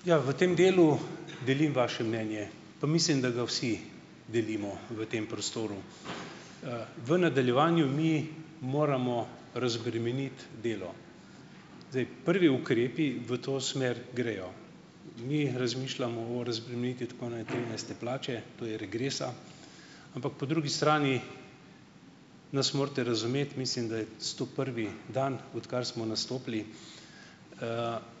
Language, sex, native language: Slovenian, male, Slovenian